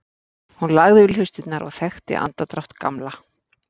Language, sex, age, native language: Icelandic, female, 40-49, Icelandic